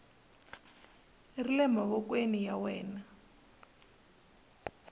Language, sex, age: Tsonga, female, 19